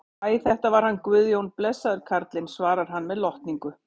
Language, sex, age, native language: Icelandic, female, 50-59, Icelandic